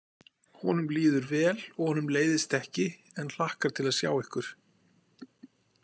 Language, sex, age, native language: Icelandic, male, 40-49, Icelandic